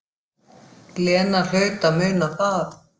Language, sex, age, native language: Icelandic, female, 50-59, Icelandic